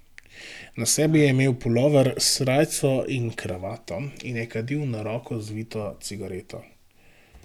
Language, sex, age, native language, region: Slovenian, male, 18-29, Slovenian, Gorenjska region